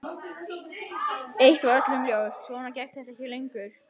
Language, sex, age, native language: Icelandic, male, 12, Icelandic